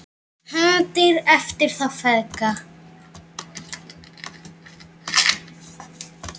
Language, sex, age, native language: Icelandic, male, 7, Icelandic